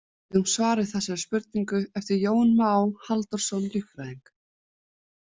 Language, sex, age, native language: Icelandic, female, 20-29, Icelandic